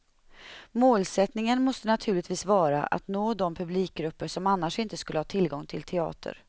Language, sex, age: Swedish, female, 31